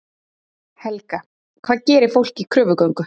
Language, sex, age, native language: Icelandic, female, 30-39, Icelandic